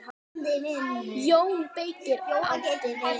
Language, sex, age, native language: Icelandic, male, 10, Icelandic